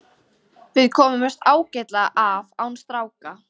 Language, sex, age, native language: Icelandic, female, 14, Icelandic